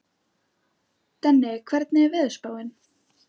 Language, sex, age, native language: Icelandic, female, 11, Icelandic